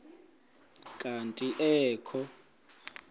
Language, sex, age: Xhosa, male, 20